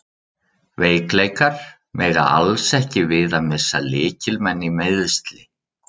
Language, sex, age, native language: Icelandic, male, 30-39, Icelandic